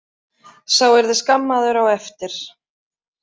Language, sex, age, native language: Icelandic, female, 30-39, Icelandic